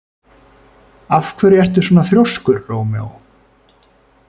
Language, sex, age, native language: Icelandic, male, 30-39, Icelandic